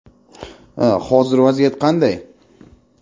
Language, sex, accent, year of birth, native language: Uzbek, male, Jizzax, 1999, Uzbek